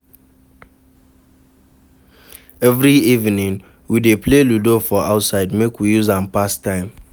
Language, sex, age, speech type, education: Nigerian Pidgin, male, 46-60, read, secondary